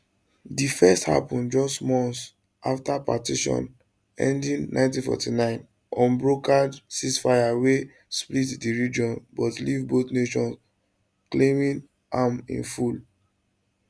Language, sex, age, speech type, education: Nigerian Pidgin, male, 15-29, spontaneous, tertiary